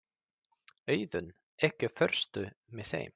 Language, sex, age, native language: Icelandic, male, 30-39, Swedish